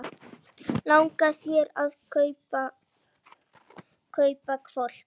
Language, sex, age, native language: Icelandic, female, 8, Icelandic